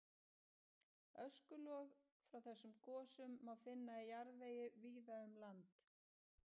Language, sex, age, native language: Icelandic, female, 50-59, Icelandic